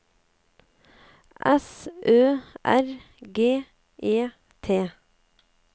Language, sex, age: Norwegian, female, 35